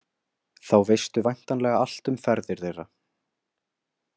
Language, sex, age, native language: Icelandic, male, 20-29, Icelandic